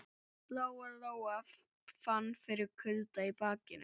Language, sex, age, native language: Icelandic, female, 11, Icelandic